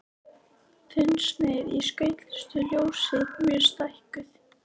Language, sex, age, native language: Icelandic, female, 13, Icelandic